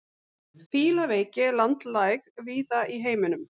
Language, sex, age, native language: Icelandic, female, 40-49, Icelandic